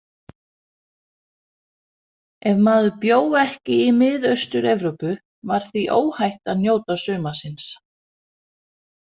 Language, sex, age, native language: Icelandic, female, 40-49, Danish